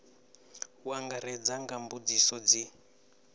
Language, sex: Venda, male